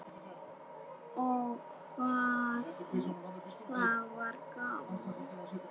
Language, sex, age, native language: Icelandic, female, 9, Icelandic